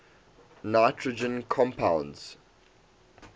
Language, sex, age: English, male, 18